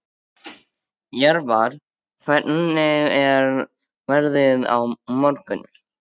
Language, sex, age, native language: Icelandic, male, 13, Icelandic